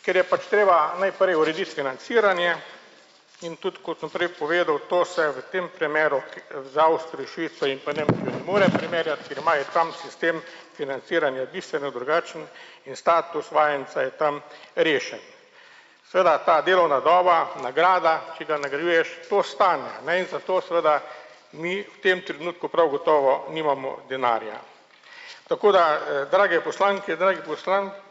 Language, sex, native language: Slovenian, male, Slovenian